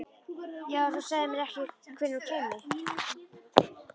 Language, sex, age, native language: Icelandic, female, 11, Icelandic